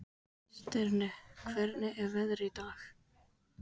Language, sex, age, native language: Icelandic, male, 13, Icelandic